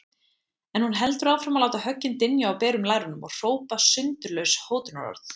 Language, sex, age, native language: Icelandic, female, 20-29, Icelandic